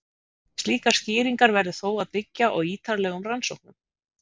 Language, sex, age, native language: Icelandic, female, 50-59, Icelandic